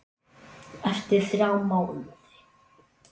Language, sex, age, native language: Icelandic, male, 8, Icelandic